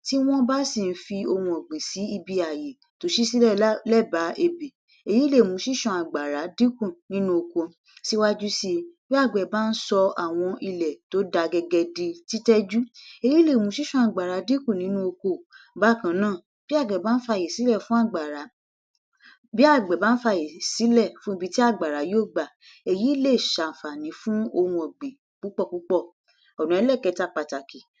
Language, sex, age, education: Yoruba, female, 60+, tertiary